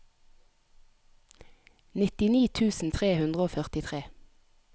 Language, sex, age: Norwegian, female, 30